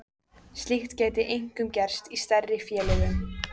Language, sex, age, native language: Icelandic, female, 14, Icelandic